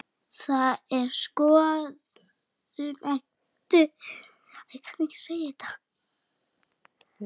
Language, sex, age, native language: Icelandic, female, 8, Icelandic